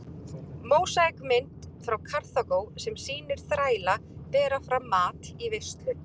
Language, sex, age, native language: Icelandic, male, 40-49, Icelandic